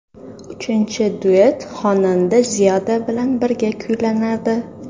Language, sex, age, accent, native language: Uzbek, female, under 19, Toshkent shahri, Uzbek